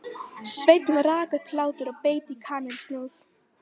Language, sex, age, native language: Icelandic, female, 13, Icelandic